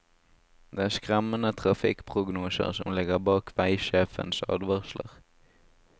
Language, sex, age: Norwegian, male, 18